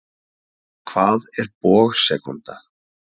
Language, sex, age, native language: Icelandic, male, 30-39, Icelandic